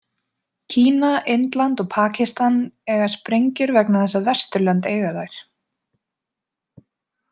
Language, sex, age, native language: Icelandic, female, 20-29, Icelandic